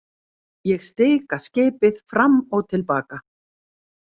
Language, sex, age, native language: Icelandic, female, 40-49, Icelandic